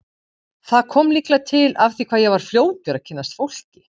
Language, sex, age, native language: Icelandic, female, 50-59, Icelandic